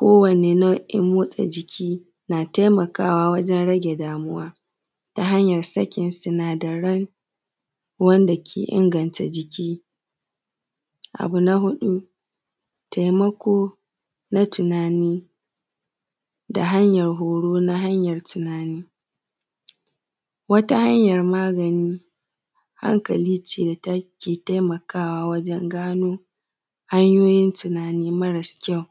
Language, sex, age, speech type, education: Hausa, female, 15-29, spontaneous, secondary